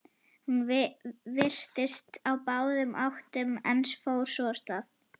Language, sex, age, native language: Icelandic, female, 11, Icelandic